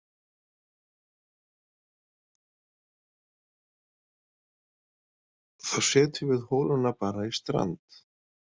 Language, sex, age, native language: Icelandic, male, 40-49, Icelandic